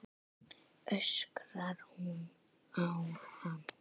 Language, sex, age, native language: Icelandic, female, 9, Icelandic